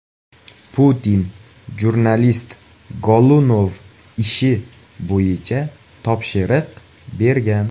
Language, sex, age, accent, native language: Uzbek, male, 18-24, Toshkent viloyati, Uzbek